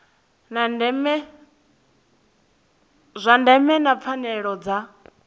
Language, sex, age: Venda, female, 24